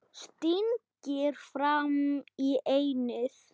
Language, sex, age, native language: Icelandic, male, 8, Icelandic